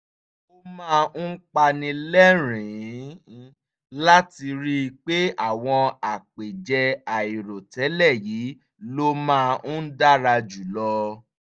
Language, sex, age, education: Yoruba, male, 15-29, tertiary